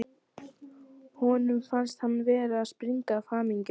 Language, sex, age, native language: Icelandic, female, 12, Icelandic